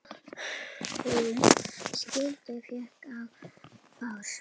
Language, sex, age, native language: Icelandic, female, 7, Icelandic